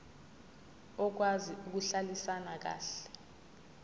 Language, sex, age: Zulu, female, 20